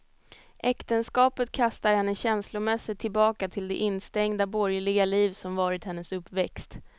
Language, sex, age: Swedish, female, 22